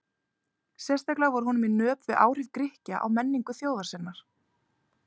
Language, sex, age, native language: Icelandic, female, 30-39, Icelandic